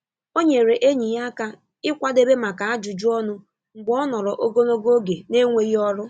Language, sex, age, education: Igbo, female, 15-29, tertiary